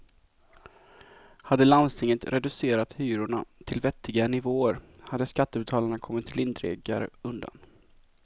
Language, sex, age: Swedish, male, 24